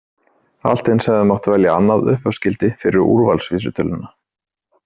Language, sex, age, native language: Icelandic, male, 30-39, Icelandic